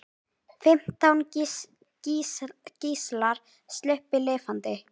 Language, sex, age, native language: Icelandic, female, 18-19, Icelandic